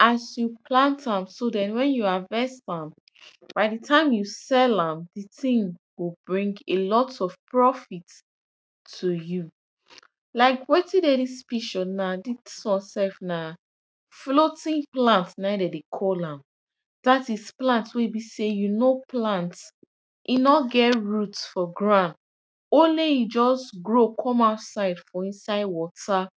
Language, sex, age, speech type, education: Nigerian Pidgin, female, 15-29, spontaneous, tertiary